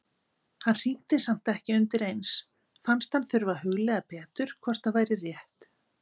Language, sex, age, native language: Icelandic, female, 50-59, Icelandic